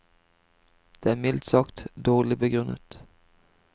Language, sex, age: Norwegian, male, 25